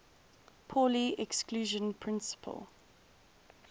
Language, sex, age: English, female, 22